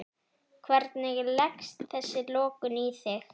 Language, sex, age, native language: Icelandic, female, 11, Icelandic